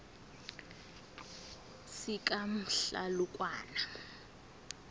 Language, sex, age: South Ndebele, female, 20